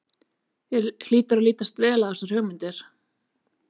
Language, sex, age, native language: Icelandic, female, 30-39, Icelandic